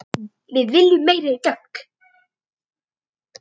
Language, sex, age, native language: Icelandic, female, 8, Icelandic